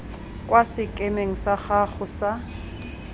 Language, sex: Tswana, female